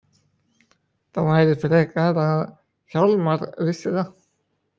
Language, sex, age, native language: Icelandic, male, 18-19, Icelandic